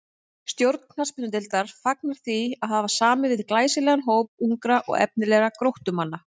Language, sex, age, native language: Icelandic, female, 30-39, Icelandic